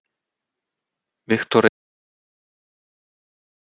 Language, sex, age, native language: Icelandic, male, 60-69, Icelandic